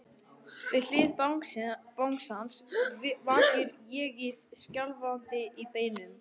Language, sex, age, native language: Icelandic, male, 11, Icelandic